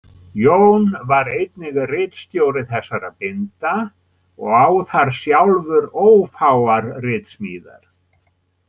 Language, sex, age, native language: Icelandic, male, 70-79, Icelandic